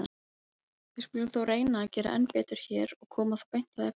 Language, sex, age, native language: Icelandic, female, 30-39, Icelandic